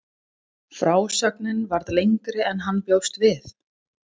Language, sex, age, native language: Icelandic, female, 20-29, English